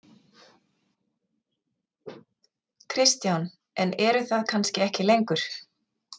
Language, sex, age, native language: Icelandic, female, 40-49, Icelandic